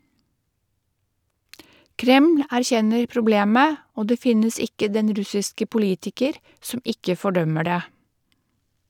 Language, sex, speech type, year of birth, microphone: Norwegian, female, read, 1952, Shure